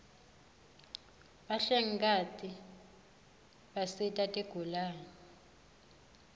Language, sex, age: Swati, female, 21